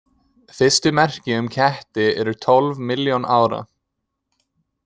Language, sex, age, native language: Icelandic, male, 20-29, English